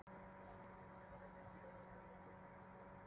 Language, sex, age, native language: Icelandic, female, 40-49, Icelandic